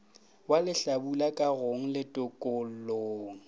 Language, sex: Northern Sotho, male